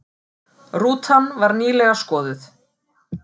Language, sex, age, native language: Icelandic, female, 40-49, Icelandic